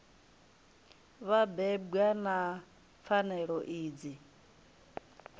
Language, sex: Venda, female